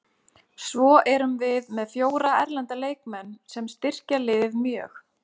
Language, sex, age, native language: Icelandic, female, 30-39, Icelandic